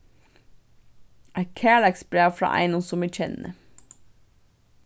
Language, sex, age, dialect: Faroese, female, 15-35, Vágar